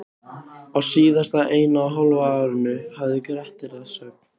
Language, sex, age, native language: Icelandic, other, 15, Icelandic